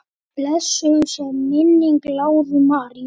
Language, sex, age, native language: Icelandic, male, 8, Icelandic